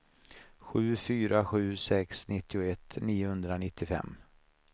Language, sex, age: Swedish, male, 49